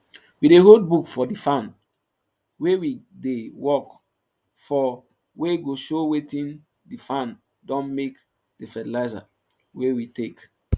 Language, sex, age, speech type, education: Nigerian Pidgin, male, 15-29, spontaneous, tertiary